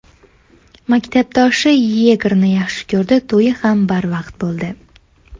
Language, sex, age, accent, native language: Uzbek, female, 19-29, Andijon, Uzbek